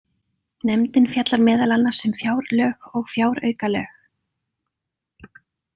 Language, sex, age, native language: Icelandic, female, 30-39, Icelandic